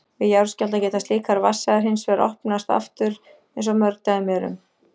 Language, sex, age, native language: Icelandic, female, 40-49, Icelandic